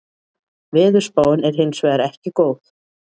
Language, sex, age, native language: Icelandic, female, 40-49, Icelandic